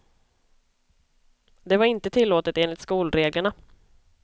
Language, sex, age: Swedish, female, 25